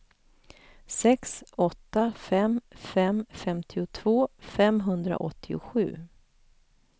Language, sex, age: Swedish, female, 41